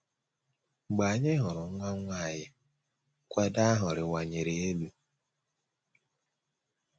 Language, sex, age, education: Igbo, male, 30-45, secondary